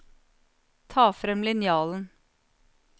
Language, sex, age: Norwegian, female, 39